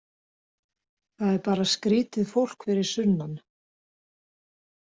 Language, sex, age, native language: Icelandic, female, 60-69, Icelandic